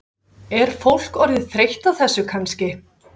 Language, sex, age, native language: Icelandic, female, 50-59, Icelandic